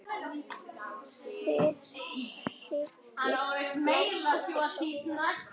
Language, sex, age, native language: Icelandic, female, 9, Icelandic